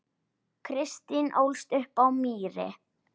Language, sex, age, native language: Icelandic, female, 10, Icelandic